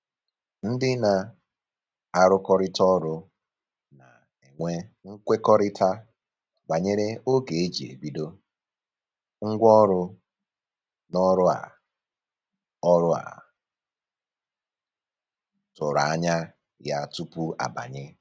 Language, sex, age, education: Igbo, male, 15-29, tertiary